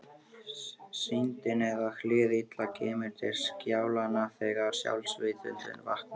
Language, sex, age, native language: Icelandic, male, 13, Icelandic